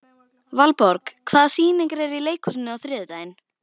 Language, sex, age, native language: Icelandic, female, 12, Icelandic